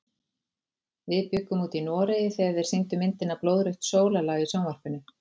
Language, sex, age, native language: Icelandic, female, 40-49, Icelandic